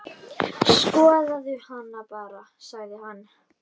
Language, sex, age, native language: Icelandic, female, 10, Icelandic